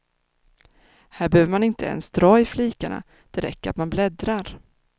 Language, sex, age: Swedish, female, 30